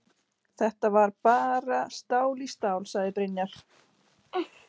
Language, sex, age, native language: Icelandic, female, 40-49, Icelandic